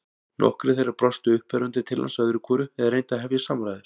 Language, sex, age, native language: Icelandic, male, 40-49, Icelandic